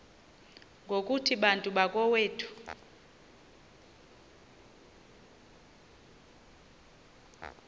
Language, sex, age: Xhosa, female, 30